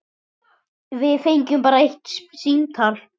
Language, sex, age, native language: Icelandic, male, 9, Icelandic